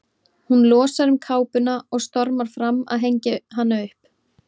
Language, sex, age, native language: Icelandic, female, 30-39, Icelandic